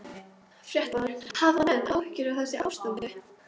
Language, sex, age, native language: Icelandic, female, 12, Icelandic